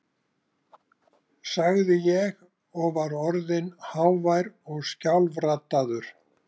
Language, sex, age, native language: Icelandic, male, 70-79, Icelandic